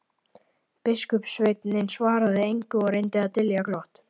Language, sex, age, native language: Icelandic, male, 11, Icelandic